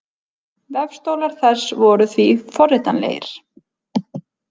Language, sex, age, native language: Icelandic, female, 20-29, Icelandic